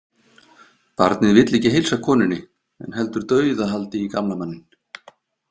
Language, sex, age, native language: Icelandic, male, 50-59, Icelandic